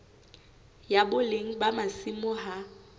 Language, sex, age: Southern Sotho, female, 18